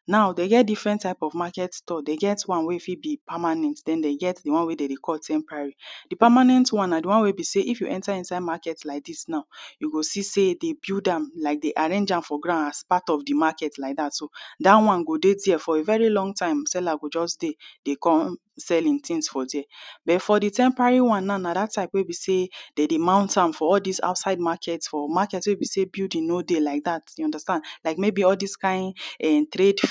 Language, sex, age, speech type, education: Nigerian Pidgin, female, 30-45, spontaneous, tertiary